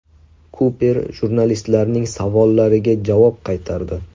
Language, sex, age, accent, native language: Uzbek, male, 19-29, Toshkent viloyati, Uzbek